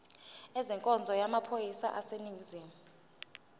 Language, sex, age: Zulu, female, 20